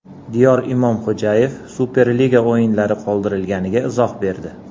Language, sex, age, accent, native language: Uzbek, male, 40-49, Andijon, Uzbek